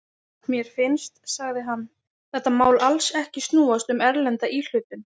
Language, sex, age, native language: Icelandic, female, 20-29, Icelandic